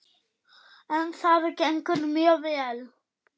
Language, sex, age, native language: Icelandic, female, 8, German